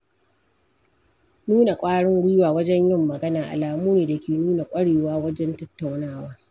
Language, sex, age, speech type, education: Hausa, female, 46-60, read, primary